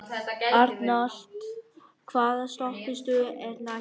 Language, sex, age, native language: Icelandic, male, 11, Vietnamese